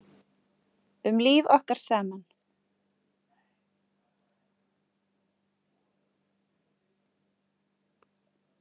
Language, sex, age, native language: Icelandic, female, 40-49, Icelandic